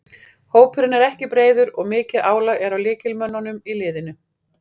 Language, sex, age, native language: Icelandic, female, 40-49, Icelandic